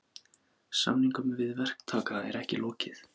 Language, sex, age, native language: Icelandic, male, 18-19, Icelandic